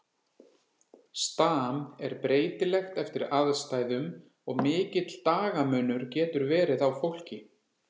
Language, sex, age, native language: Icelandic, male, 40-49, Icelandic